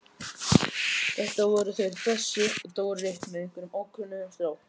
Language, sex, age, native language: Icelandic, male, 12, Icelandic